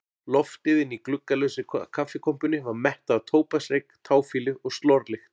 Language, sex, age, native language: Icelandic, male, 40-49, Icelandic